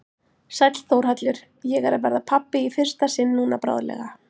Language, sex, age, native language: Icelandic, female, 40-49, Icelandic